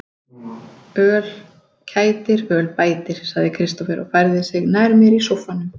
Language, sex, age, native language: Icelandic, female, 40-49, Icelandic